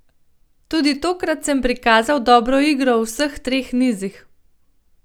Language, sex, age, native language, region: Slovenian, female, 30-49, Slovenian, Gorenjska region